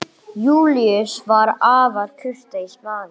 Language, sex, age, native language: Icelandic, male, 9, English